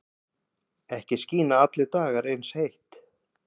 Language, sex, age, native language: Icelandic, male, 50-59, Icelandic